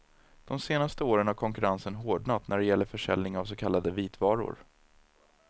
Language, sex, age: Swedish, male, 30